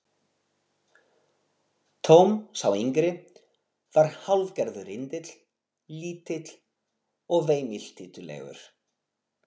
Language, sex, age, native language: Icelandic, male, 40-49, Portuguese